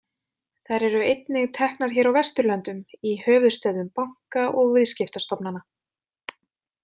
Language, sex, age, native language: Icelandic, female, 20-29, Icelandic